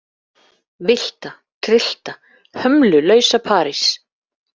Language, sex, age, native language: Icelandic, female, 40-49, Icelandic